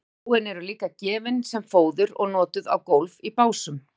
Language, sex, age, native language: Icelandic, female, 40-49, Icelandic